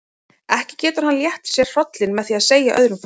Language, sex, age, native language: Icelandic, female, 30-39, Icelandic